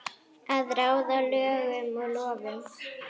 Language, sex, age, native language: Icelandic, female, 9, Icelandic